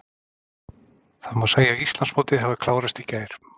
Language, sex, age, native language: Icelandic, male, 40-49, Icelandic